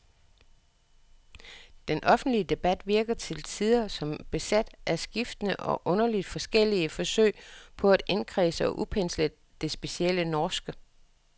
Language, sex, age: Danish, female, 61